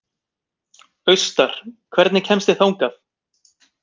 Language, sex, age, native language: Icelandic, male, 20-29, Icelandic